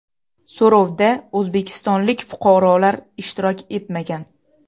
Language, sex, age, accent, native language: Uzbek, female, 18-24, Farg'ona, Uzbek